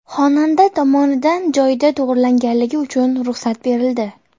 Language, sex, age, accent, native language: Uzbek, female, 18-24, Toshkent shahri, Uzbek